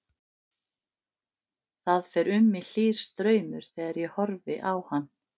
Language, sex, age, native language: Icelandic, female, 50-59, Icelandic